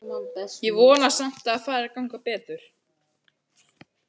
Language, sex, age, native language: Icelandic, male, 12, Icelandic